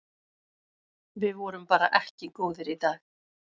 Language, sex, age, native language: Icelandic, female, 30-39, Icelandic